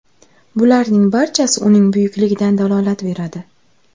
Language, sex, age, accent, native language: Uzbek, female, 18-24, Andijon, Uzbek